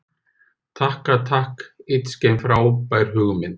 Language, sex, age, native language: Icelandic, male, 50-59, Icelandic